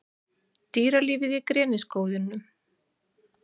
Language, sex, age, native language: Icelandic, female, 30-39, Icelandic